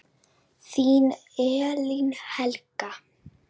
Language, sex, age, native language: Icelandic, female, 9, Icelandic